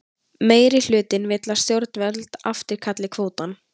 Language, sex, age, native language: Icelandic, female, 18-19, Icelandic